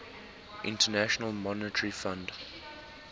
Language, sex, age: English, male, 19